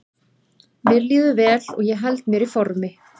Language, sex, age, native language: Icelandic, female, 40-49, Icelandic